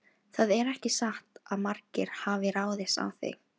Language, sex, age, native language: Icelandic, female, 16, Filipino